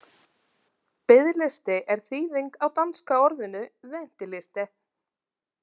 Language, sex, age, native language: Icelandic, female, 30-39, Icelandic